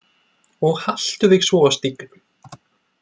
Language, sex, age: Icelandic, male, 20-29